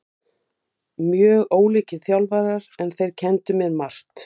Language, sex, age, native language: Icelandic, female, 50-59, Icelandic